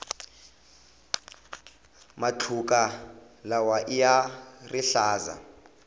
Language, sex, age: Tsonga, male, 21